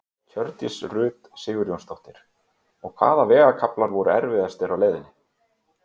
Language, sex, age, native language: Icelandic, male, 30-39, Icelandic